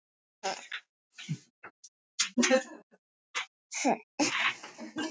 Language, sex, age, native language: Icelandic, male, 30-39, Icelandic